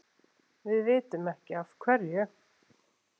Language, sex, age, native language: Icelandic, male, 7, Icelandic